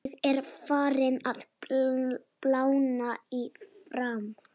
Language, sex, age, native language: Icelandic, female, 13, Icelandic